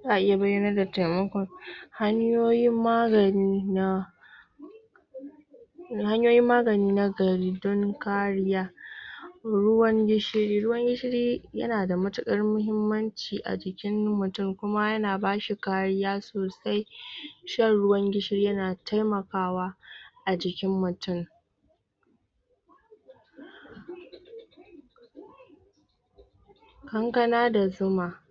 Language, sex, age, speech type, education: Hausa, female, 30-45, spontaneous, tertiary